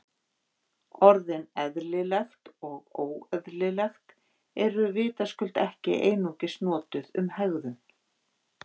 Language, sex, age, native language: Icelandic, female, 50-59, Icelandic